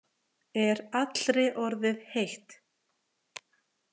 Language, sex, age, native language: Icelandic, female, 30-39, Icelandic